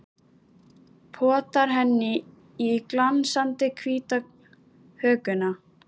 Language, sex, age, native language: Icelandic, female, 13, Icelandic